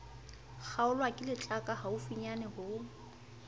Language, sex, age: Southern Sotho, female, 35